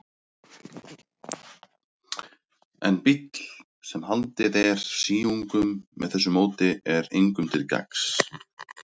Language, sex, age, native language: Icelandic, male, 30-39, Icelandic